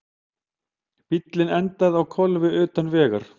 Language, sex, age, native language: Icelandic, male, 50-59, Icelandic